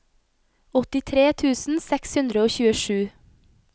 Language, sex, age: Norwegian, female, 25